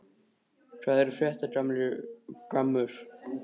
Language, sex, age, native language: Icelandic, male, 13, Icelandic